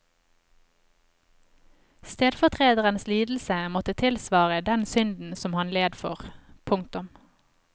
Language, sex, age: Norwegian, female, 25